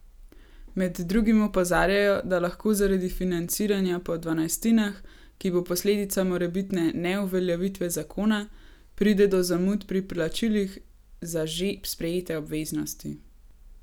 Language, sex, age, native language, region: Slovenian, female, 18-29, Slovenian, Gorenjska region